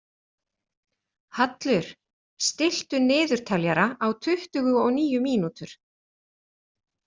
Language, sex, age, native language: Icelandic, female, 40-49, Icelandic